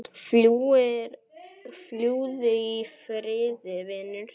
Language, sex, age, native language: Icelandic, male, 9, Icelandic